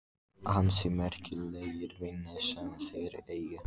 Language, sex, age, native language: Icelandic, female, 14, Icelandic